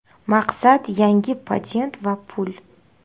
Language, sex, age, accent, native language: Uzbek, female, 30-39, Navoiy, Uzbek